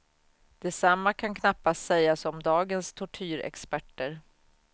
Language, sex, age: Swedish, female, 44